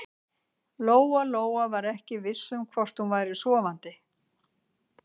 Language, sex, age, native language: Icelandic, female, 60-69, Icelandic